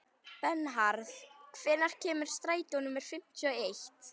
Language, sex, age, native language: Icelandic, female, 11, Icelandic